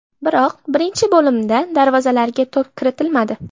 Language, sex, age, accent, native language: Uzbek, female, 12-17, Namangan, Uzbek